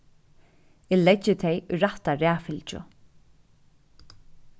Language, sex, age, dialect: Faroese, female, 36-60, Suðurstreymoy